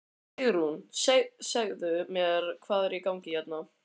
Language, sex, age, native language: Icelandic, male, 13, Icelandic